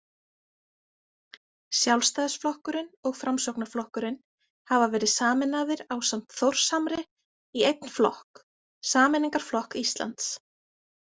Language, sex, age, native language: Icelandic, female, 20-29, Icelandic